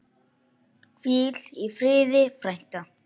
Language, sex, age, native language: Icelandic, male, 8, Icelandic